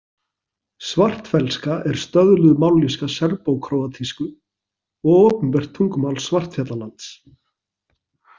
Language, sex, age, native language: Icelandic, male, 40-49, Icelandic